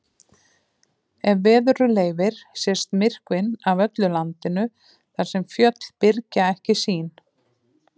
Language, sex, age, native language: Icelandic, female, 50-59, Icelandic